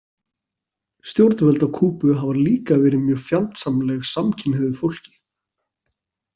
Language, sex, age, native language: Icelandic, male, 40-49, Icelandic